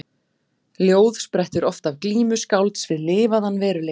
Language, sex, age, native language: Icelandic, female, 40-49, Icelandic